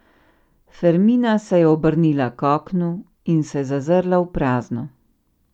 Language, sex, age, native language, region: Slovenian, female, 50-59, Slovenian, Central Slovenia